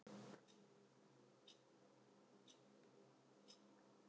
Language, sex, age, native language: Icelandic, female, 60-69, Icelandic